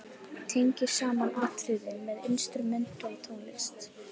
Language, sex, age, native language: Icelandic, female, 18-19, Icelandic